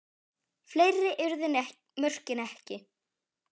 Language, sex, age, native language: Icelandic, female, 10, Icelandic